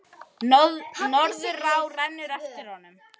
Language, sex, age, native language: Icelandic, female, 10, Icelandic